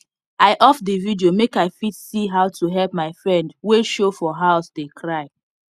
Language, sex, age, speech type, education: Nigerian Pidgin, female, 15-29, spontaneous, tertiary